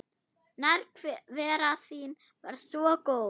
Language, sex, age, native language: Icelandic, female, 8, German